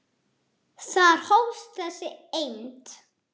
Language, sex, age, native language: Icelandic, male, 8, Icelandic